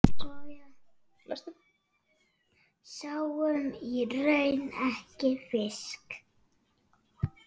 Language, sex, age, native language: Icelandic, male, 6, Icelandic